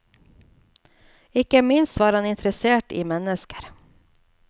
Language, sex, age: Norwegian, female, 29